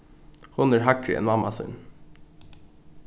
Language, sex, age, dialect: Faroese, male, 15-35, Norðuroyggjar